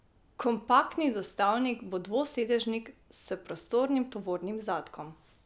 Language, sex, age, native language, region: Slovenian, female, 18-29, Slovenian, Drava region